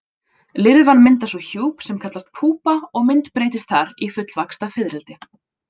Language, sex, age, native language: Icelandic, female, 20-29, Icelandic